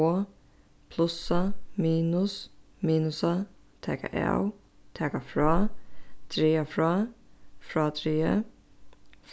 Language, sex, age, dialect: Faroese, female, 15-35, Suðurstreymoy